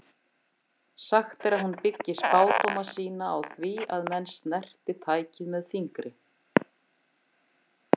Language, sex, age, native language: Icelandic, female, 50-59, Icelandic